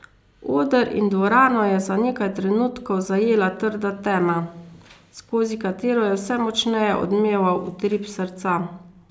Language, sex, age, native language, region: Slovenian, female, 50-59, Slovenian, Carinthia region